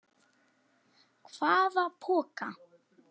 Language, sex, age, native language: Icelandic, male, 8, Icelandic